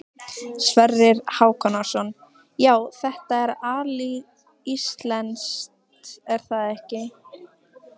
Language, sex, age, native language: Icelandic, female, 15, Icelandic